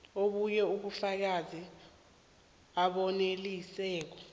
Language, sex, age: South Ndebele, female, 21